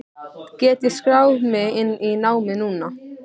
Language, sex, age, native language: Icelandic, female, 15, Icelandic